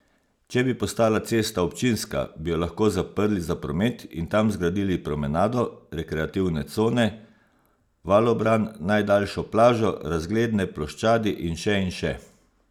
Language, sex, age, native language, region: Slovenian, male, 50-59, Slovenian, Savinja region